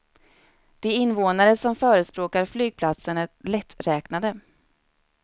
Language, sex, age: Swedish, female, 29